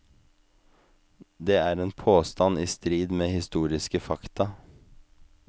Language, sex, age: Norwegian, male, 25